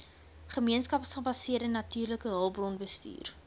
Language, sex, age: Afrikaans, female, 22